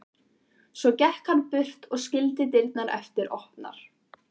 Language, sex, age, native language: Icelandic, female, 14, Icelandic